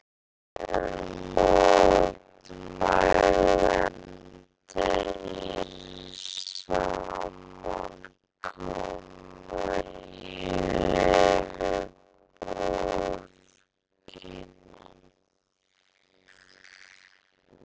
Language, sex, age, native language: Icelandic, female, 18-19, Icelandic